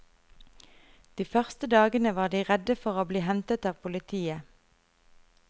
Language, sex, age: Norwegian, female, 33